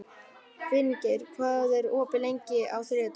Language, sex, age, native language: Icelandic, male, 11, Icelandic